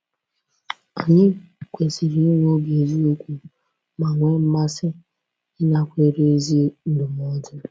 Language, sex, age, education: Igbo, female, 15-29, tertiary